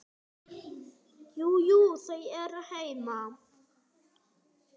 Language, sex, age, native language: Icelandic, male, 9, Icelandic